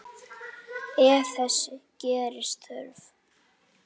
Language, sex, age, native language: Icelandic, male, 9, Icelandic